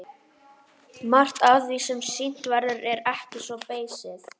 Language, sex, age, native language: Icelandic, male, 11, Icelandic